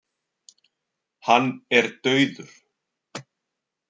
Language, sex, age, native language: Icelandic, male, 40-49, Icelandic